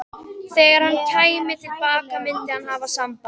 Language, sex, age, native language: Icelandic, female, 13, Icelandic